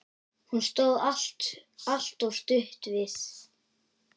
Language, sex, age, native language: Icelandic, female, 9, Icelandic